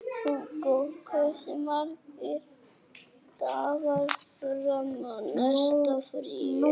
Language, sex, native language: Icelandic, female, Icelandic